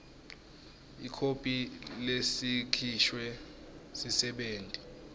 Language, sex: Swati, male